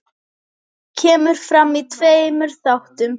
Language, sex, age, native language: Icelandic, female, 10, Icelandic